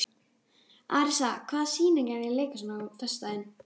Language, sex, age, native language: Icelandic, female, 12, Icelandic